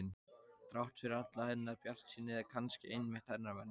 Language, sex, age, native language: Icelandic, male, 14, Icelandic